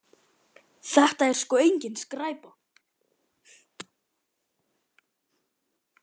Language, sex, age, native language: Icelandic, male, 10, Icelandic